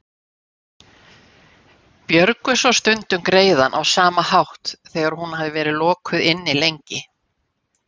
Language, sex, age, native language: Icelandic, female, 60-69, Icelandic